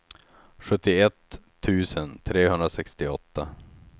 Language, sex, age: Swedish, male, 36